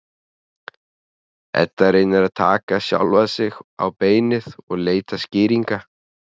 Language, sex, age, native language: Icelandic, male, 30-39, Icelandic